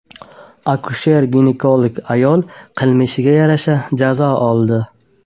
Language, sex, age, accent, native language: Uzbek, male, 18-24, Buxoro, Uzbek